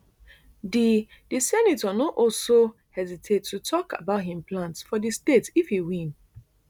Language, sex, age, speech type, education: Nigerian Pidgin, female, 30-45, spontaneous, tertiary